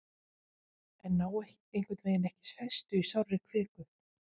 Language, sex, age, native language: Icelandic, female, 50-59, Icelandic